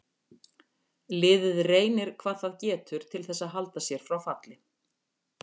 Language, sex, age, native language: Icelandic, female, 50-59, Icelandic